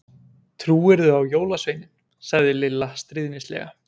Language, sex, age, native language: Icelandic, male, 20-29, Icelandic